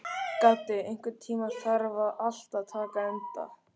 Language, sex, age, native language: Icelandic, male, 13, Icelandic